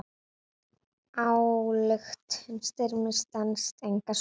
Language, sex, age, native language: Icelandic, female, 9, Icelandic